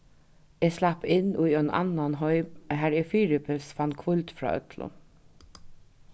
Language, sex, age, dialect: Faroese, female, 36-60, Norðuroyggjar